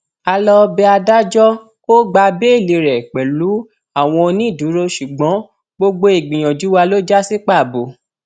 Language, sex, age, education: Yoruba, male, 15-29, tertiary